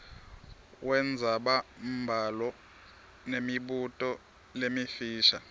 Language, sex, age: Swati, male, 23